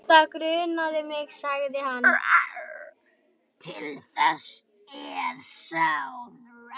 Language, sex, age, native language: Icelandic, other, 10, Icelandic